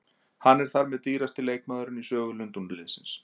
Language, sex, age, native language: Icelandic, male, 40-49, Icelandic